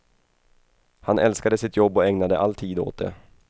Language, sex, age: Swedish, male, 28